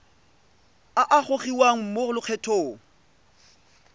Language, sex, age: Tswana, male, 25